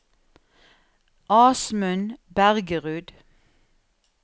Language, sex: Norwegian, female